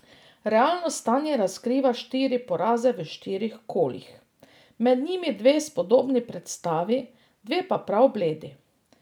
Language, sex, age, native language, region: Slovenian, female, 50-59, Slovenian, Drava region